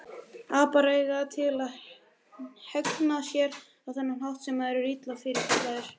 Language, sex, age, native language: Icelandic, male, 18-19, Icelandic